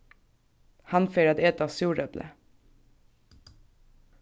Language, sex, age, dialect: Faroese, female, 15-35, Suðurstreymoy